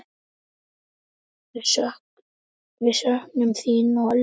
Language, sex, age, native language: Icelandic, male, 10, Icelandic